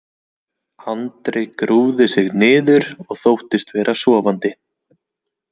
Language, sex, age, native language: Icelandic, male, 20-29, Icelandic